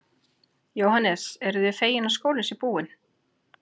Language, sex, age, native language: Icelandic, female, 40-49, Icelandic